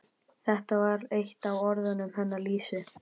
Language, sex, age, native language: Icelandic, male, 11, Icelandic